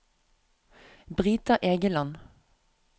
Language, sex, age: Norwegian, female, 34